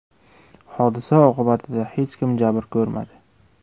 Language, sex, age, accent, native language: Uzbek, male, 18-24, Jizzax, Uzbek